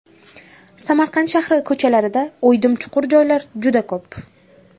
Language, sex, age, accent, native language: Uzbek, female, under 19, Jizzax, Uzbek